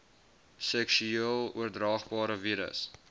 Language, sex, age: Afrikaans, male, 21